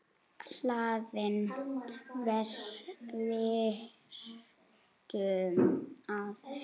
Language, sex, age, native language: Icelandic, female, 8, Icelandic